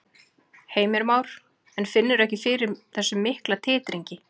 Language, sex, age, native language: Icelandic, female, 40-49, Icelandic